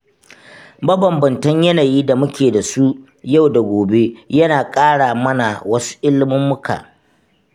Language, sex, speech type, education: Hausa, male, spontaneous, tertiary